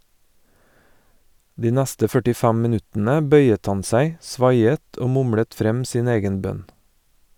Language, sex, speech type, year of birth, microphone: Norwegian, male, read, 1970, Sennheiser